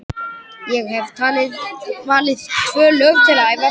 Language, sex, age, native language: Icelandic, male, 11, Icelandic